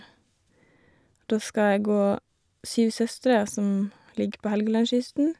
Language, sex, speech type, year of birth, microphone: Norwegian, female, spontaneous, 1987, Shure